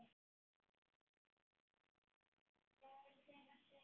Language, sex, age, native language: Icelandic, male, 9, Icelandic